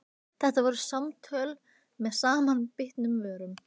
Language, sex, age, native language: Icelandic, female, 15, Icelandic